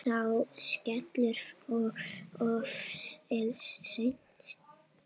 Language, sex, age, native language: Icelandic, female, 7, Icelandic